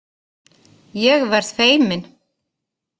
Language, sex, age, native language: Icelandic, female, 30-39, Icelandic